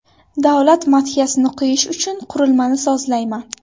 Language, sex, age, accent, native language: Uzbek, female, 18-24, Buxoro, Uzbek